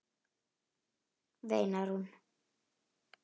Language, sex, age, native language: Icelandic, female, 9, Icelandic